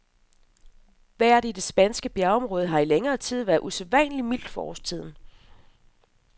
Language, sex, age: Danish, female, 27